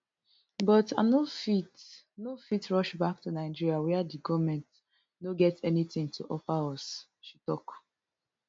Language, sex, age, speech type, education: Nigerian Pidgin, female, 15-29, spontaneous, tertiary